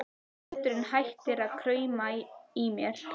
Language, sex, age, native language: Icelandic, female, 14, Icelandic